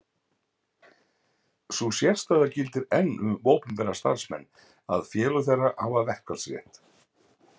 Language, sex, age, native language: Icelandic, male, 50-59, Icelandic